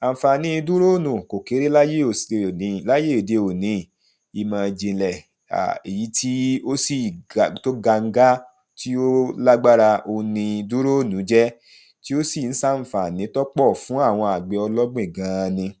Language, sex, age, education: Yoruba, male, 30-45, primary